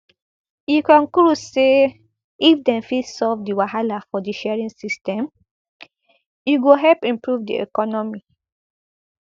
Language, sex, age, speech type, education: Nigerian Pidgin, female, 15-29, spontaneous, tertiary